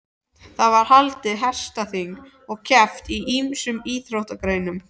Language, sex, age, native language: Icelandic, other, 13, Icelandic